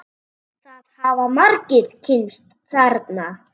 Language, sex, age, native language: Icelandic, female, 7, Icelandic